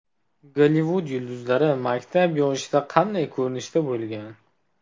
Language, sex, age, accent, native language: Uzbek, male, 18-24, Toshkent shahri, Uzbek